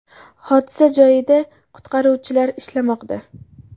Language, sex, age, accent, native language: Uzbek, female, 18-24, Farg'ona, Uzbek